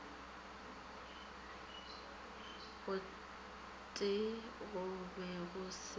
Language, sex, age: Northern Sotho, female, 18